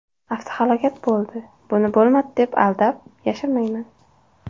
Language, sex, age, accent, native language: Uzbek, female, 12-17, Toshkent shahri, Uzbek